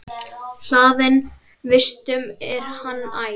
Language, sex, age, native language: Icelandic, female, 10, Icelandic